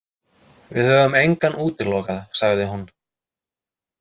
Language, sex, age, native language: Icelandic, male, 30-39, Icelandic